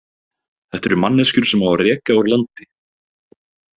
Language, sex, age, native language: Icelandic, male, 30-39, Icelandic